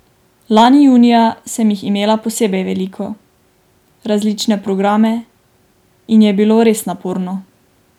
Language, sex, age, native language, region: Slovenian, female, 18-29, Slovenian, Drava region